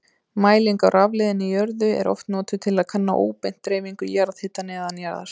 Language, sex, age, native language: Icelandic, female, 30-39, Icelandic